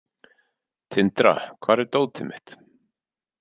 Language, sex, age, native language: Icelandic, male, 40-49, Icelandic